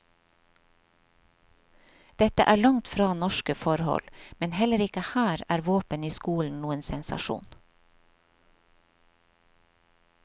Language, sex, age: Norwegian, female, 50